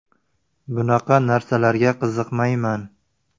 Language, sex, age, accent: Uzbek, male, 18-24, Surxondaryo